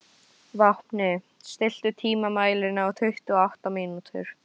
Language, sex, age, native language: Icelandic, female, 12, Icelandic